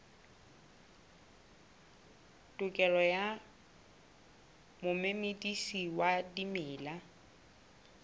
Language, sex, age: Southern Sotho, female, 22